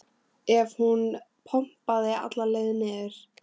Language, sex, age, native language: Icelandic, female, 13, Icelandic